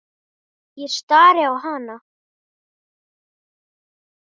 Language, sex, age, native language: Icelandic, male, 9, Portuguese